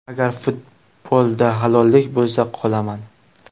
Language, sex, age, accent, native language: Uzbek, male, 18-24, Toshkent viloyati, Uzbek